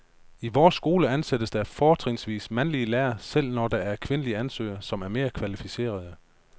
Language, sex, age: Danish, male, 35